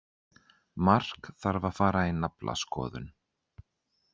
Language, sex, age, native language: Icelandic, male, 30-39, Icelandic